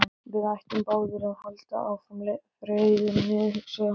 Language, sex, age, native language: Icelandic, male, 12, Icelandic